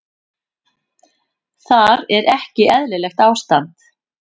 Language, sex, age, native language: Icelandic, female, 50-59, Icelandic